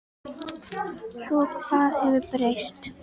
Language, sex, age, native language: Icelandic, female, 10, Icelandic